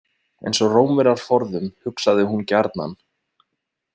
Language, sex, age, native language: Icelandic, male, 20-29, Icelandic